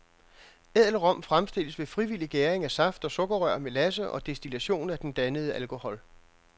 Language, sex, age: Danish, male, 42